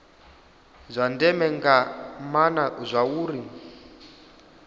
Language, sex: Venda, male